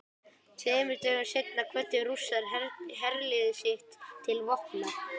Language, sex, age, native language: Icelandic, female, 18-19, Icelandic